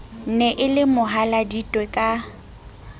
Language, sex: Southern Sotho, female